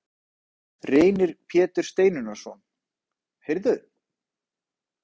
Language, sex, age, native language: Icelandic, male, 30-39, Icelandic